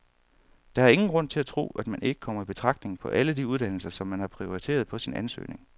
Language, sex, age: Danish, male, 31